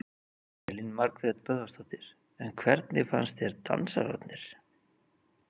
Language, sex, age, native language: Icelandic, male, 30-39, Icelandic